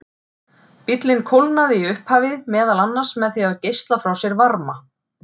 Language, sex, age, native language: Icelandic, female, 40-49, Icelandic